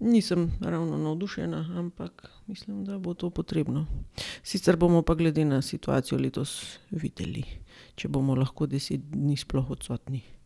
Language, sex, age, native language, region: Slovenian, female, 30-49, Slovenian, Gorenjska region